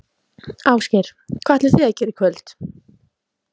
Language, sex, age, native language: Icelandic, female, 20-29, Icelandic